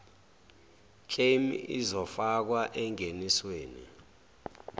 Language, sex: Zulu, male